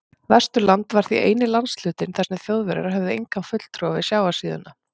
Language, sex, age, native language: Icelandic, female, 40-49, Icelandic